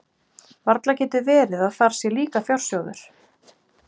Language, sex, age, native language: Icelandic, male, 12, Icelandic